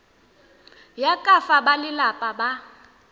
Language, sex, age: Tswana, female, 18